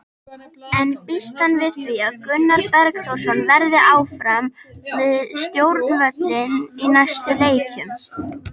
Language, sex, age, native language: Icelandic, female, 30-39, Icelandic